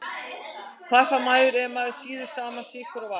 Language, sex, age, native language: Icelandic, female, 60-69, Icelandic